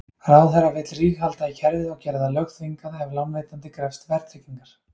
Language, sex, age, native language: Icelandic, male, 30-39, Icelandic